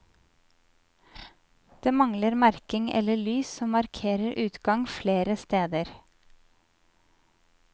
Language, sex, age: Norwegian, female, 27